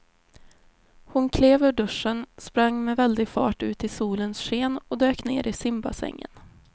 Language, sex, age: Swedish, female, 20